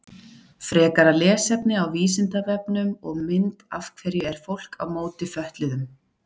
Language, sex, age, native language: Icelandic, female, 40-49, Icelandic